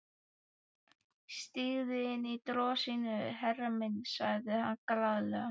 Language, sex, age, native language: Icelandic, male, 12, Icelandic